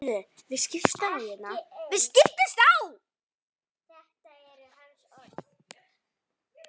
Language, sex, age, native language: Icelandic, female, 8, Icelandic